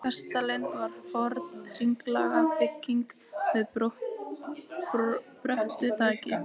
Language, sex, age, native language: Icelandic, female, 15, Icelandic